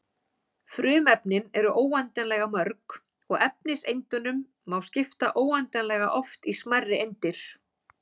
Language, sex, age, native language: Icelandic, female, 40-49, Icelandic